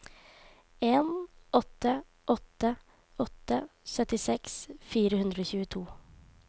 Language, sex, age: Norwegian, female, 18